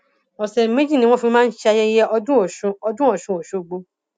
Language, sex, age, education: Yoruba, female, 30-45, tertiary